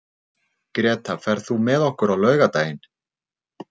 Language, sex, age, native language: Icelandic, male, 40-49, Icelandic